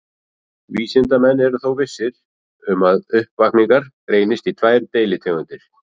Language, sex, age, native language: Icelandic, male, 40-49, Icelandic